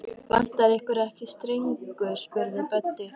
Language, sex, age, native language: Icelandic, female, 13, Icelandic